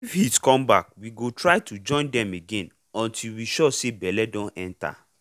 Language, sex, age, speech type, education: Nigerian Pidgin, male, 15-29, spontaneous, tertiary